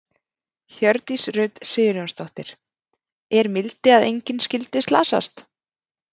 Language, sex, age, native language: Icelandic, female, 30-39, Icelandic